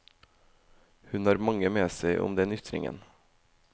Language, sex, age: Norwegian, male, 18